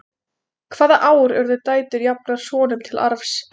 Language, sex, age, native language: Icelandic, female, 20-29, Icelandic